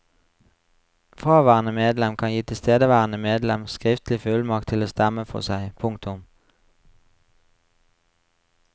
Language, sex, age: Norwegian, male, 35